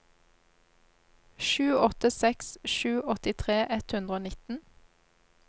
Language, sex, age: Norwegian, female, 26